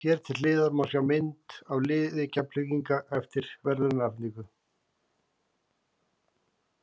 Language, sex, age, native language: Icelandic, male, 40-49, Icelandic